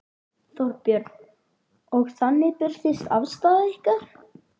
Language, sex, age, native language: Icelandic, male, 12, Icelandic